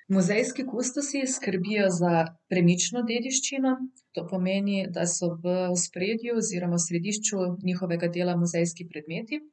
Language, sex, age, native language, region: Slovenian, female, 30-49, Slovenian, Central Slovenia